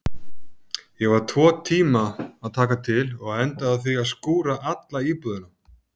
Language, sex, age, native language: Icelandic, male, 50-59, Icelandic